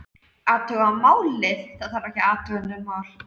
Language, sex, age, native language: Icelandic, male, 13, Icelandic